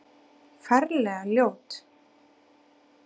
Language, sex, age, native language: Icelandic, female, 8, Icelandic